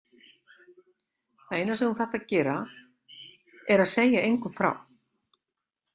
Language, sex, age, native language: Icelandic, female, 60-69, Icelandic